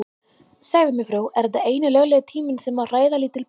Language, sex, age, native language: Icelandic, female, 20-29, Icelandic